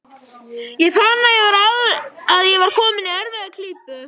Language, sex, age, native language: Icelandic, male, 12, Icelandic